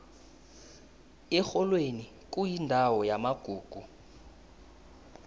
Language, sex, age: South Ndebele, male, 19